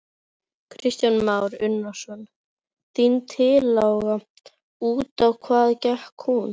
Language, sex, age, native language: Icelandic, other, 11, Icelandic